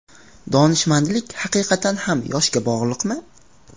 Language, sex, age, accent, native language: Uzbek, male, 18-24, Qashqadaryo, Uzbek